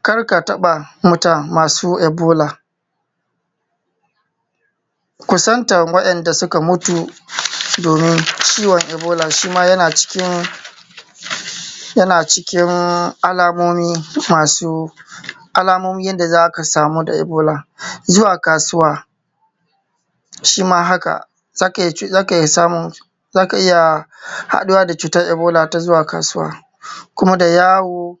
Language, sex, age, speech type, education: Hausa, male, 30-45, spontaneous, tertiary